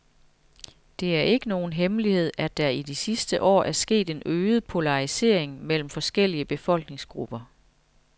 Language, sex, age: Danish, female, 45